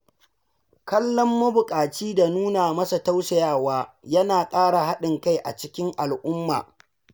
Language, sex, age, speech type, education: Hausa, male, 15-29, read, secondary